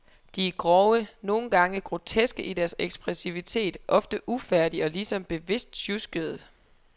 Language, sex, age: Danish, female, 23